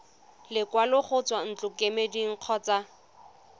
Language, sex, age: Tswana, female, 25